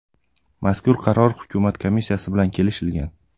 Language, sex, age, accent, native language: Uzbek, male, 25-34, Andijon, Uzbek